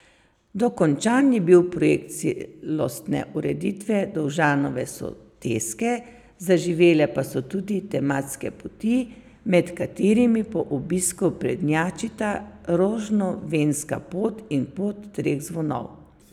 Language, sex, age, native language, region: Slovenian, female, 50-59, Slovenian, Savinja region